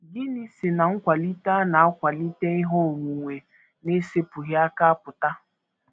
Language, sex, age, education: Igbo, female, 15-29, tertiary